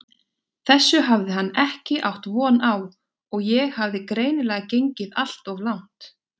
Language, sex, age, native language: Icelandic, female, 20-29, Icelandic